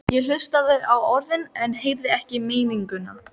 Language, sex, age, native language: Icelandic, female, 12, Icelandic